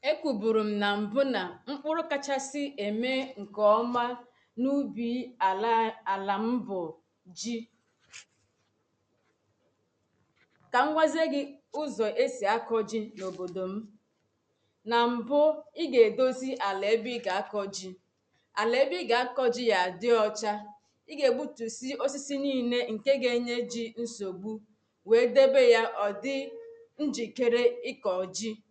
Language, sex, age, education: Igbo, female, 30-45, tertiary